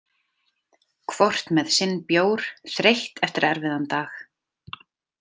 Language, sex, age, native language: Icelandic, female, 30-39, Icelandic